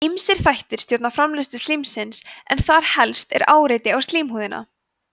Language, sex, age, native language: Icelandic, female, 20-29, Icelandic